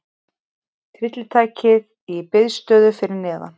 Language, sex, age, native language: Icelandic, female, 20-29, Icelandic